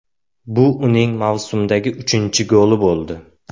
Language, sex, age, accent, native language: Uzbek, male, 18-24, Samarqand, Uzbek